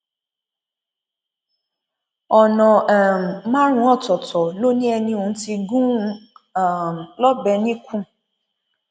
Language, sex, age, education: Yoruba, female, 15-29, tertiary